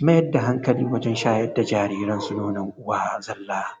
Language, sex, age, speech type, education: Hausa, male, 15-29, spontaneous, tertiary